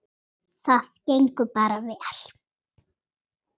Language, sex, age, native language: Icelandic, female, 6, Icelandic